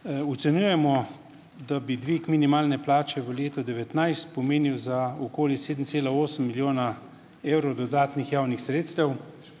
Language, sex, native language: Slovenian, male, Slovenian